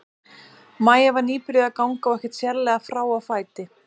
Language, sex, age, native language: Icelandic, female, 30-39, Icelandic